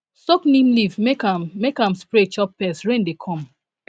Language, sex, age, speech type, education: Nigerian Pidgin, female, 15-29, spontaneous, tertiary